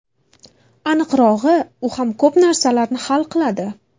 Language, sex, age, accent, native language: Uzbek, female, 18-24, Buxoro, Uzbek